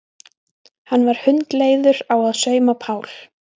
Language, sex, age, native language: Icelandic, female, 20-29, Icelandic